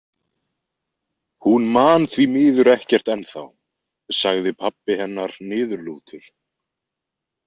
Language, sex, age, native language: Icelandic, male, 20-29, Icelandic